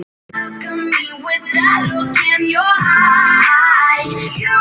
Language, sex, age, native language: Icelandic, female, 10, Icelandic